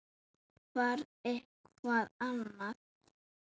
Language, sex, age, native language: Icelandic, female, 9, Icelandic